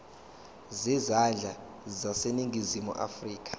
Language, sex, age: Zulu, male, 21